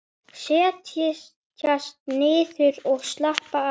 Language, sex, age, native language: Icelandic, male, 9, Icelandic